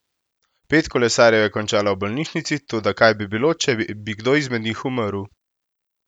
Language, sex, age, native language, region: Slovenian, male, 18-29, Slovenian, Central Slovenia